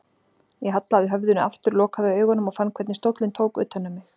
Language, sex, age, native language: Icelandic, female, 40-49, Icelandic